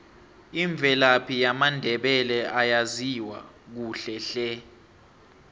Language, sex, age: South Ndebele, male, 23